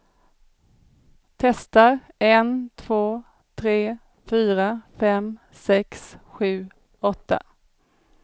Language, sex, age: Swedish, female, 40